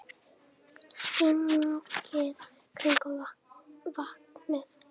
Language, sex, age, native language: Icelandic, female, 9, Icelandic